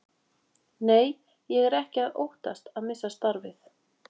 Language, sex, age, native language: Icelandic, female, 20-29, Icelandic